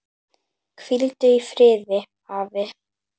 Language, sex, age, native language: Icelandic, female, 10, Icelandic